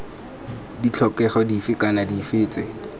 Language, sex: Tswana, male